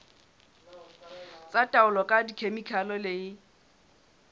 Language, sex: Southern Sotho, male